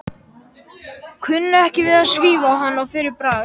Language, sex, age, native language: Icelandic, male, 12, Icelandic